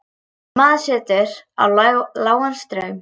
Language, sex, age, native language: Icelandic, female, 10, Icelandic